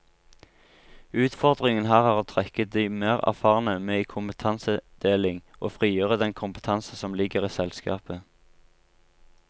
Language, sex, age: Norwegian, male, 23